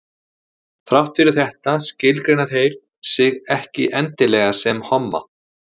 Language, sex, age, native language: Icelandic, male, 40-49, Icelandic